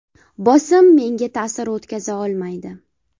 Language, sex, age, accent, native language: Uzbek, female, 18-24, Farg'ona, Uzbek